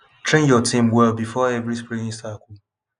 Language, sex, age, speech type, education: Nigerian Pidgin, male, 30-45, spontaneous, tertiary